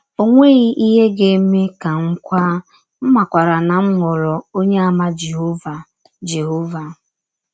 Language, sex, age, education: Igbo, female, 15-29, tertiary